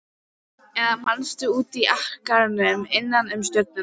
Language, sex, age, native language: Icelandic, female, 12, Icelandic